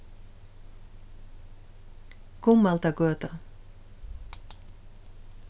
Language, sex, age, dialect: Faroese, female, 36-60, Suðurstreymoy